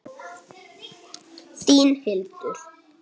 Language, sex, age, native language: Icelandic, male, 8, Icelandic